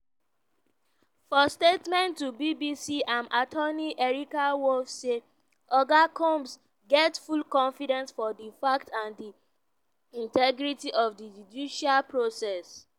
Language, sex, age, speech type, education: Nigerian Pidgin, female, 15-29, spontaneous, tertiary